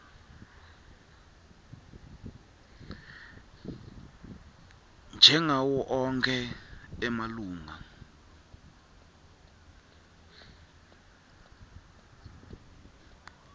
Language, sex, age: Swati, male, 23